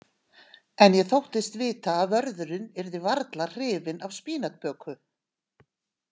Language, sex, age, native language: Icelandic, female, 60-69, Icelandic